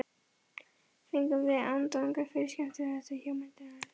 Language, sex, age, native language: Icelandic, female, 11, Icelandic